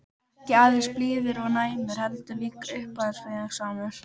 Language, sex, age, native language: Icelandic, female, 12, Icelandic